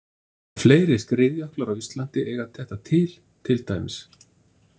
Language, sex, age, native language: Icelandic, male, 50-59, Icelandic